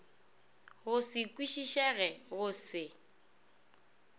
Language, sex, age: Northern Sotho, female, 24